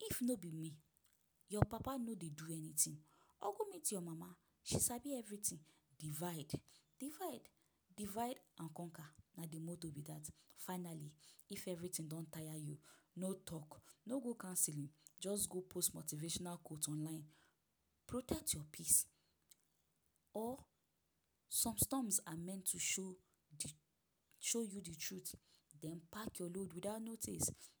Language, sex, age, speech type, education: Nigerian Pidgin, female, 15-29, spontaneous, tertiary